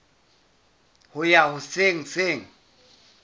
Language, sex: Southern Sotho, male